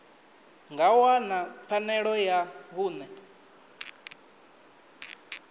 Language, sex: Venda, male